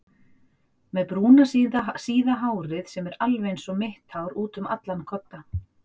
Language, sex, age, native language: Icelandic, female, 40-49, Icelandic